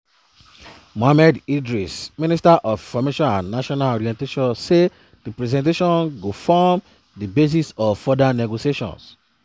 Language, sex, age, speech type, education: Nigerian Pidgin, male, 30-45, spontaneous, tertiary